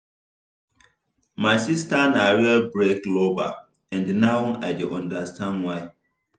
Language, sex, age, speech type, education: Nigerian Pidgin, male, 15-29, spontaneous, tertiary